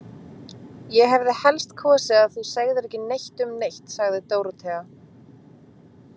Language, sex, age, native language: Icelandic, female, 20-29, Icelandic